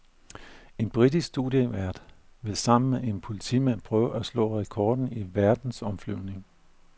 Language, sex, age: Danish, male, 41